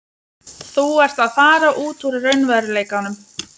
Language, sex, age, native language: Icelandic, female, 20-29, Lithuanian